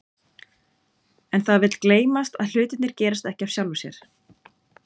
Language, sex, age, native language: Icelandic, female, 30-39, Icelandic